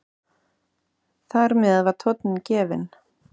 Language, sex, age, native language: Icelandic, male, 6, Icelandic